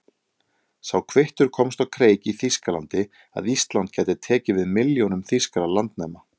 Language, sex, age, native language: Icelandic, male, 30-39, Icelandic